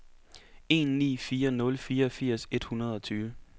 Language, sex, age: Danish, male, 24